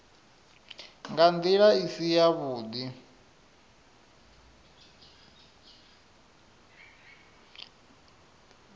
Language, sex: Venda, male